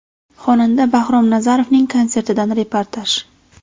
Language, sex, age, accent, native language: Uzbek, female, 18-24, Navoiy, Uzbek